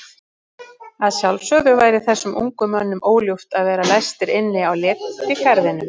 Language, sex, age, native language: Icelandic, female, 50-59, Icelandic